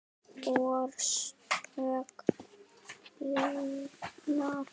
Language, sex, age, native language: Icelandic, female, 7, Icelandic